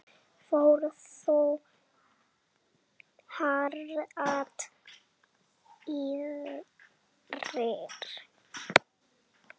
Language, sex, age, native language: Icelandic, male, 7, Icelandic